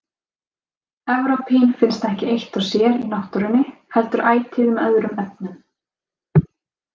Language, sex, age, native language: Icelandic, female, 20-29, Icelandic